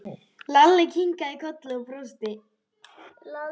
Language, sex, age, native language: Icelandic, male, 10, Icelandic